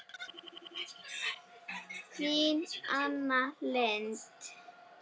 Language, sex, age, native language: Icelandic, female, 9, Icelandic